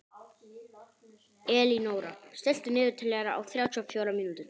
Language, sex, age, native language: Icelandic, male, 11, Icelandic